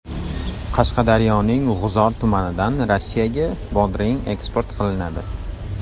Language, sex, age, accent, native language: Uzbek, male, 25-34, Toshkent shahri, Uzbek